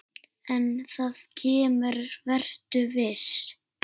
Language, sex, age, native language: Icelandic, female, 7, Icelandic